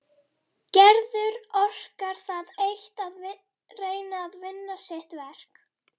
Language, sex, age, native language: Icelandic, female, 12, Icelandic